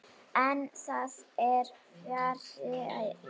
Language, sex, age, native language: Icelandic, female, 8, Icelandic